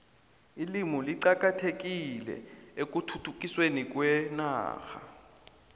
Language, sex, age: South Ndebele, male, 22